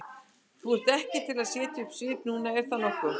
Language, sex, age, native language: Icelandic, female, 60-69, Icelandic